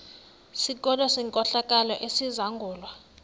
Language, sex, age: Xhosa, male, 19